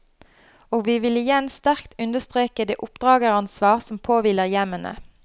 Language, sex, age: Norwegian, female, 29